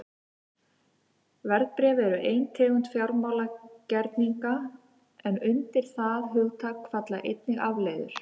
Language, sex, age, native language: Icelandic, female, 50-59, Icelandic